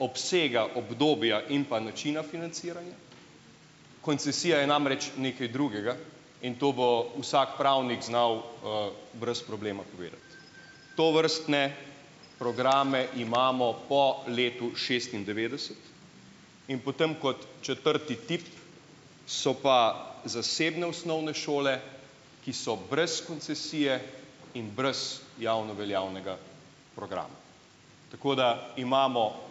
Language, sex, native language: Slovenian, male, Slovenian